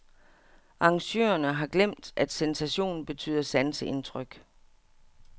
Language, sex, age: Danish, female, 57